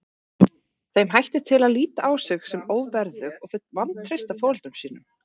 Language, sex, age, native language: Icelandic, female, 40-49, Icelandic